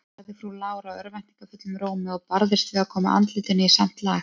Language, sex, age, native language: Icelandic, female, 30-39, Icelandic